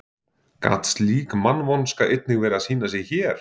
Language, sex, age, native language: Icelandic, male, 40-49, Icelandic